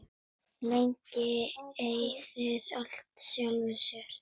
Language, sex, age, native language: Icelandic, female, 9, Icelandic